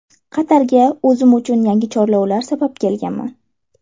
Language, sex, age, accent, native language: Uzbek, female, 18-24, Toshkent shahri, Uzbek